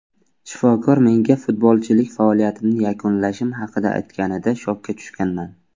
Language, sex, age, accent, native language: Uzbek, male, 25-34, Samarqand, Uzbek